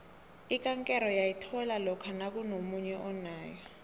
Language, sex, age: South Ndebele, female, 18